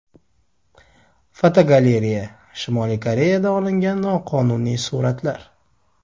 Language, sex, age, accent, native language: Uzbek, male, 25-34, Sirdaryo, Uzbek